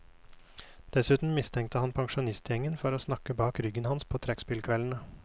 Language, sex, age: Norwegian, male, 29